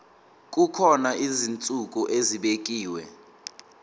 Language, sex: Zulu, male